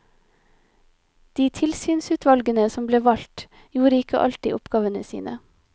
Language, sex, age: Norwegian, female, 25